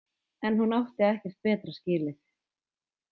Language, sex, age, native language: Icelandic, female, 20-29, Icelandic